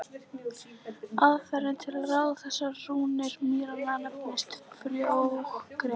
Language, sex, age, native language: Icelandic, female, 11, Icelandic